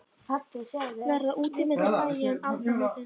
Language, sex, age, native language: Icelandic, female, 13, Icelandic